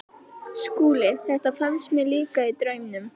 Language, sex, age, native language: Icelandic, female, 11, Icelandic